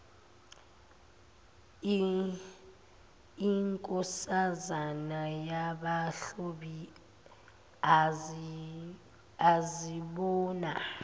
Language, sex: Zulu, female